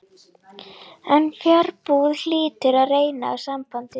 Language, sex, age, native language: Icelandic, female, 11, Icelandic